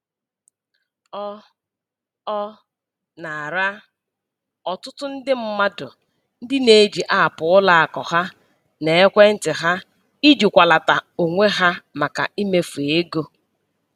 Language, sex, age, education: Igbo, female, 46-60, tertiary